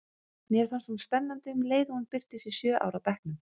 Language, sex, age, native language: Icelandic, female, 30-39, Icelandic